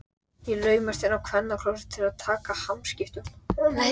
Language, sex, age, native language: Icelandic, male, 12, Icelandic